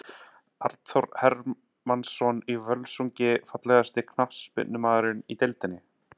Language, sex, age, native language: Icelandic, male, 30-39, Icelandic